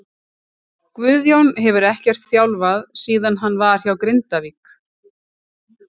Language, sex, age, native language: Icelandic, female, 40-49, Icelandic